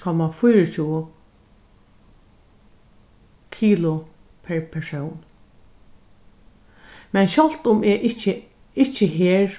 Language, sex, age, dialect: Faroese, female, 61+, Norðurstreymoy/Eysturoy